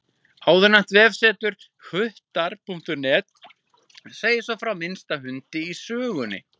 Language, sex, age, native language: Icelandic, male, 40-49, Icelandic